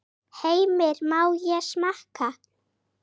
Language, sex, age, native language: Icelandic, female, 8, Icelandic